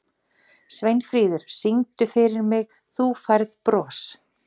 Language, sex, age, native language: Icelandic, female, 40-49, Icelandic